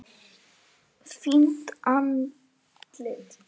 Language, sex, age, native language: Icelandic, female, 10, Icelandic